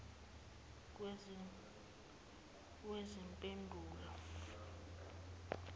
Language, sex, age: Zulu, female, 19